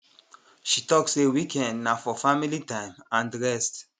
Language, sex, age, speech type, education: Nigerian Pidgin, male, 30-45, spontaneous, tertiary